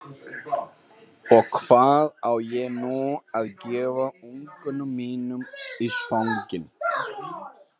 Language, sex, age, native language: Icelandic, male, 30-39, Albanian